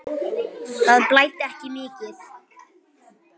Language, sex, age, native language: Icelandic, female, 8, Icelandic